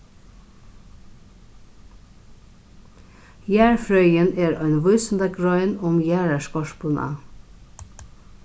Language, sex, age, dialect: Faroese, female, 36-60, Norðurstreymoy/Eysturoy